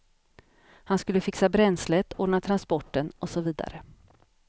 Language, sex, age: Swedish, female, 50